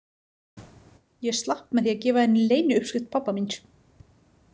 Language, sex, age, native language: Icelandic, female, 30-39, Icelandic